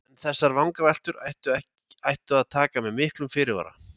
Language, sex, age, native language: Icelandic, male, 20-29, Icelandic